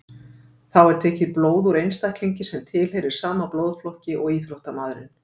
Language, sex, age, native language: Icelandic, female, 50-59, Icelandic